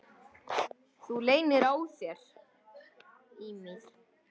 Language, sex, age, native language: Icelandic, male, 10, Icelandic